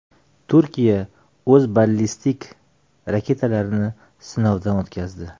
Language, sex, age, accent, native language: Uzbek, male, 35+, Toshkent shahri, Uzbek